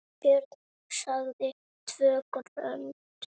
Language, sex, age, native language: Icelandic, female, 9, Icelandic